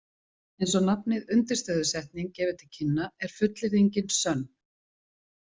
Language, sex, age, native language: Icelandic, female, 40-49, Icelandic